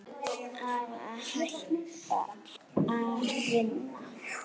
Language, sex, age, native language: Icelandic, female, 9, Icelandic